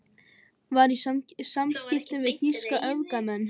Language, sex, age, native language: Icelandic, male, 18-19, Icelandic